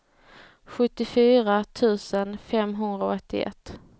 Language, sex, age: Swedish, female, 30